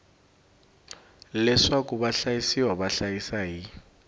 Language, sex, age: Tsonga, male, 18